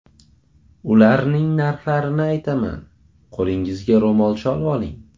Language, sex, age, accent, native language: Uzbek, male, 18-24, Farg'ona, Uzbek